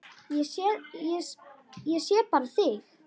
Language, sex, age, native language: Icelandic, female, 10, Icelandic